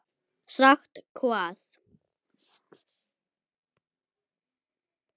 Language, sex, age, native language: Icelandic, male, 8, Icelandic